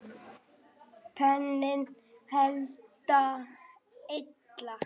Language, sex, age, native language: Icelandic, male, 8, Icelandic